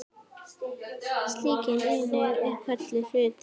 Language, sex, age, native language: Icelandic, female, 10, Icelandic